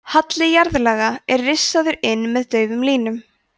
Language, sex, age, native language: Icelandic, female, 20-29, Icelandic